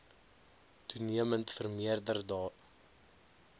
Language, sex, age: Afrikaans, male, 20